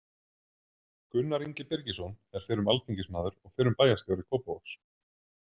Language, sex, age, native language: Icelandic, male, 30-39, Icelandic